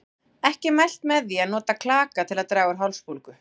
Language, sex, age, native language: Icelandic, female, 40-49, Icelandic